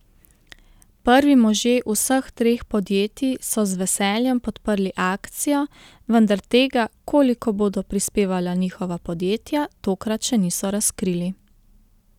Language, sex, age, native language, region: Slovenian, female, 30-49, Slovenian, Central Slovenia